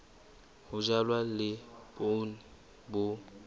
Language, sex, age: Southern Sotho, male, 20